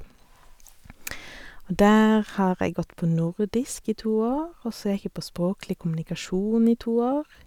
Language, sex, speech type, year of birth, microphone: Norwegian, female, spontaneous, 1984, Sennheiser